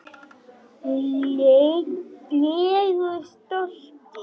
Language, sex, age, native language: Icelandic, female, 10, Icelandic